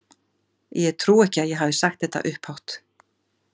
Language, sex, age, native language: Icelandic, female, 50-59, Icelandic